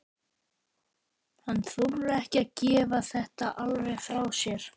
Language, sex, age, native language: Icelandic, male, 12, Icelandic